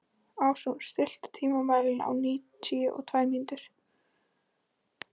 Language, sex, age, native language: Icelandic, female, 14, Icelandic